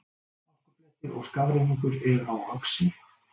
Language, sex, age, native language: Icelandic, male, 60-69, Icelandic